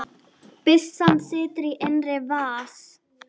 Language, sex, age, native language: Icelandic, female, 9, Icelandic